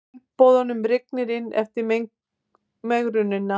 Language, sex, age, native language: Icelandic, female, 50-59, Icelandic